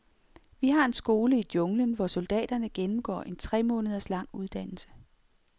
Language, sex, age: Danish, female, 46